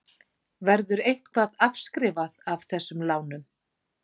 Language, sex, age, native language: Icelandic, female, 40-49, Icelandic